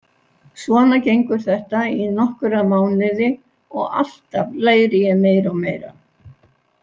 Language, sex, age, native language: Icelandic, female, 60-69, Icelandic